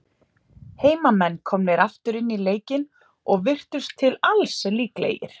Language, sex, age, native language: Icelandic, female, 30-39, Icelandic